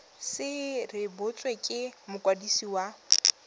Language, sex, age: Tswana, female, 21